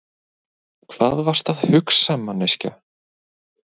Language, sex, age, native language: Icelandic, male, 20-29, Icelandic